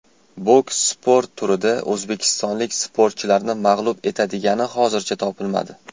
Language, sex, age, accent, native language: Uzbek, male, 19-29, Toshkent shahri, Uzbek